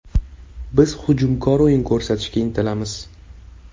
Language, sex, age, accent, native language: Uzbek, male, 18-24, Toshkent shahri, Uzbek